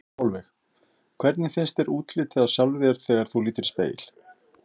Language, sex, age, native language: Icelandic, male, 50-59, Icelandic